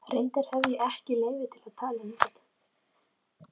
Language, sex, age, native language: Icelandic, female, 13, Icelandic